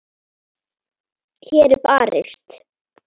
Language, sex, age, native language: Icelandic, female, 7, Icelandic